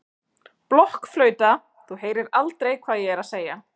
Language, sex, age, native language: Icelandic, female, 30-39, Icelandic